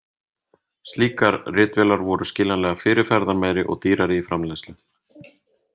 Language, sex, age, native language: Icelandic, male, 30-39, Icelandic